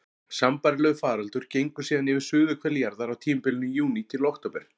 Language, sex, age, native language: Icelandic, male, 40-49, Icelandic